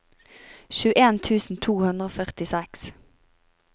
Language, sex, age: Norwegian, female, 25